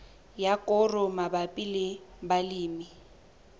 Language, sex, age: Southern Sotho, female, 20